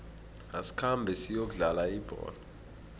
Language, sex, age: South Ndebele, male, 20